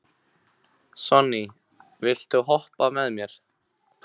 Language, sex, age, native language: Icelandic, male, 15, Icelandic